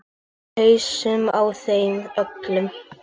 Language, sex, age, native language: Icelandic, male, 8, Icelandic